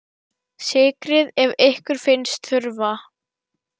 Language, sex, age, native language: Icelandic, female, 10, Icelandic